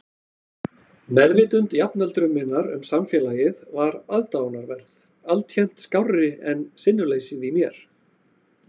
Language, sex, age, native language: Icelandic, male, 40-49, Icelandic